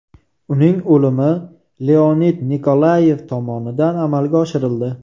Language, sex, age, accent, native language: Uzbek, male, 18-24, Namangan, Uzbek